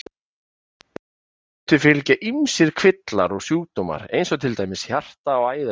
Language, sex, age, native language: Icelandic, male, 30-39, Icelandic